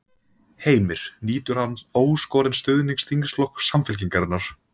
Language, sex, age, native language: Icelandic, male, 20-29, Icelandic